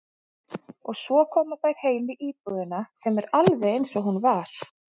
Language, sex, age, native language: Icelandic, female, 30-39, Icelandic